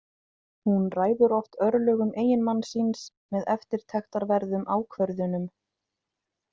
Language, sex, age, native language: Icelandic, female, 30-39, Icelandic